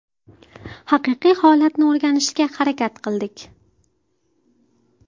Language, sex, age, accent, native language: Uzbek, female, 19-29, Farg'ona, Uzbek